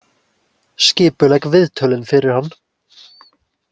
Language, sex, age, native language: Icelandic, male, 20-29, Icelandic